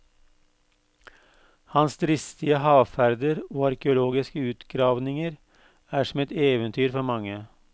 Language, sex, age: Norwegian, male, 52